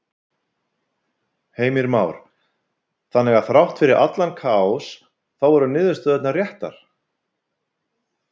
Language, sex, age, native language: Icelandic, male, 50-59, Icelandic